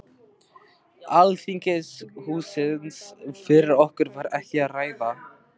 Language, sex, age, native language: Icelandic, male, 12, Icelandic